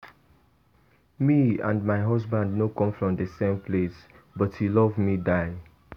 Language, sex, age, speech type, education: Nigerian Pidgin, male, 15-29, spontaneous, tertiary